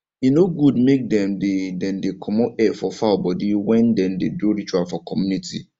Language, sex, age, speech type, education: Nigerian Pidgin, male, 15-29, spontaneous, tertiary